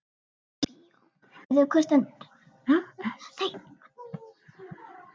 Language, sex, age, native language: Icelandic, female, 7, Icelandic